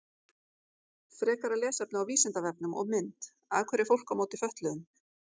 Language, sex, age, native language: Icelandic, female, 40-49, Icelandic